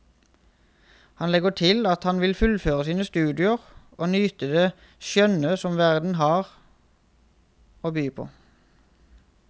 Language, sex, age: Norwegian, male, 31